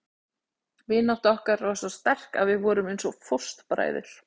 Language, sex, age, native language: Icelandic, female, 40-49, Icelandic